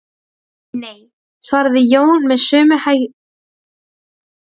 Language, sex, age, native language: Icelandic, female, 12, Serbo-Croatian